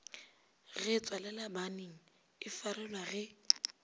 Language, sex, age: Northern Sotho, female, 25